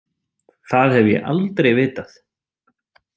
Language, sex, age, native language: Icelandic, male, 30-39, Icelandic